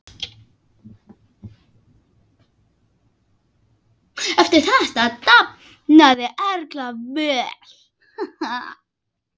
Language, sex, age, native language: Icelandic, male, 10, Icelandic